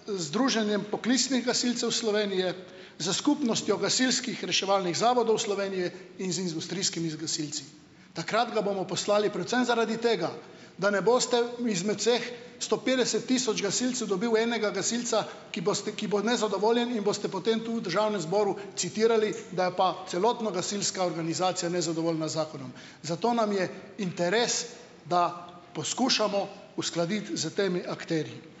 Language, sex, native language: Slovenian, male, Slovenian